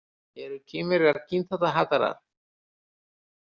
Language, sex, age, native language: Icelandic, male, 60-69, Icelandic